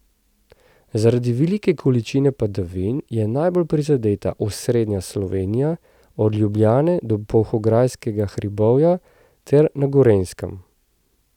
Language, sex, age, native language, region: Slovenian, male, 30-49, Slovenian, Central Slovenia